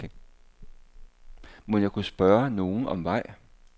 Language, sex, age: Danish, male, 58